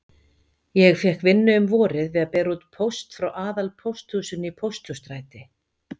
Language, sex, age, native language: Icelandic, female, 50-59, Icelandic